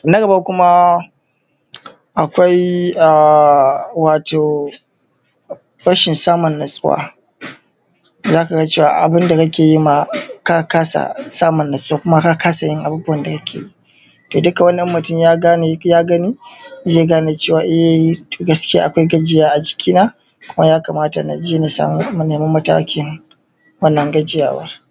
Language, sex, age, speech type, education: Hausa, male, 30-45, spontaneous, tertiary